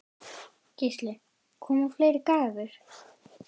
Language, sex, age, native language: Icelandic, female, 10, Icelandic